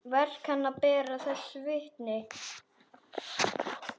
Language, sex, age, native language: Icelandic, female, 10, Icelandic